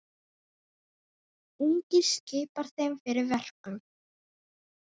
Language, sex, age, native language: Icelandic, female, 9, Icelandic